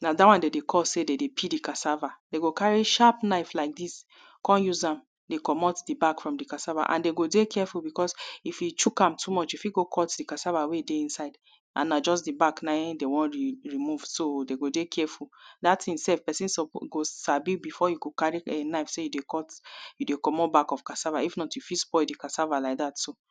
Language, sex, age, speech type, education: Nigerian Pidgin, female, 30-45, spontaneous, tertiary